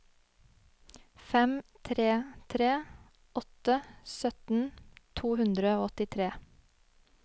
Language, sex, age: Norwegian, female, 25